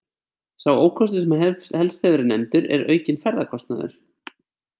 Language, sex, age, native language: Icelandic, male, 30-39, Icelandic